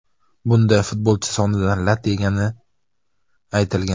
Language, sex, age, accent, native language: Uzbek, male, 25-34, Toshkent viloyati, Uzbek